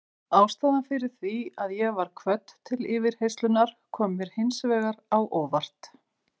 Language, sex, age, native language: Icelandic, female, 50-59, Icelandic